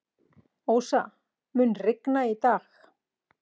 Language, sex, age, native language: Icelandic, female, 40-49, Icelandic